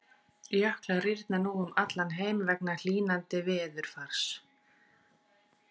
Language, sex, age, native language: Icelandic, female, 40-49, Icelandic